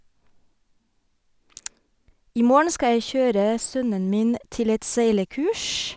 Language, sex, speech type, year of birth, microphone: Norwegian, female, spontaneous, 1971, Sennheiser